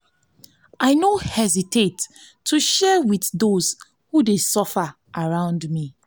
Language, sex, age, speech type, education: Nigerian Pidgin, female, 15-29, spontaneous, tertiary